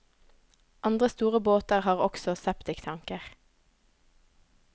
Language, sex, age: Norwegian, female, 18